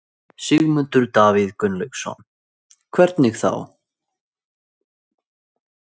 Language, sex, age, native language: Icelandic, male, 20-29, Icelandic